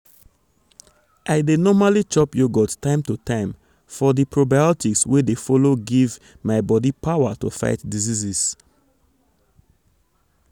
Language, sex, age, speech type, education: Nigerian Pidgin, male, 30-45, spontaneous, tertiary